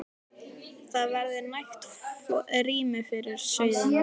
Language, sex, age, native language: Icelandic, female, 12, Icelandic